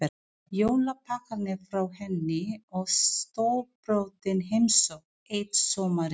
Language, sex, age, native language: Icelandic, female, 40-49, Filipino